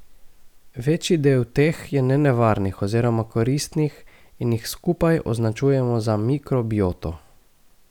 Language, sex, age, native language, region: Slovenian, male, 18-29, Slovenian, Gorica region